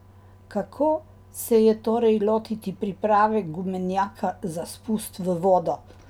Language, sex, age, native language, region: Slovenian, female, 60+, Slovenian, Drava region